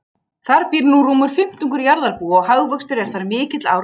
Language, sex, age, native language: Icelandic, male, 18-19, Icelandic